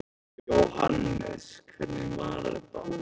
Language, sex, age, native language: Icelandic, male, 15, Icelandic